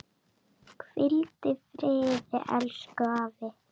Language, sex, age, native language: Icelandic, female, 7, Icelandic